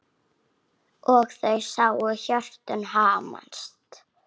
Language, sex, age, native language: Icelandic, female, 6, Icelandic